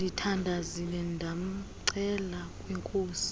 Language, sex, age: Xhosa, female, 23